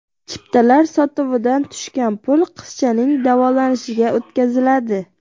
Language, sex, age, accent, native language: Uzbek, female, 18-24, Toshkent viloyati, Uzbek